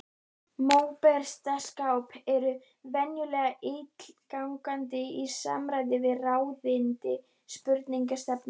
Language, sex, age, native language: Icelandic, female, 12, Icelandic